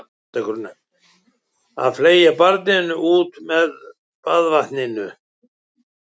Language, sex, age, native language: Icelandic, male, 70-79, Icelandic